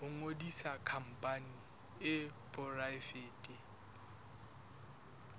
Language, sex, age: Southern Sotho, male, 19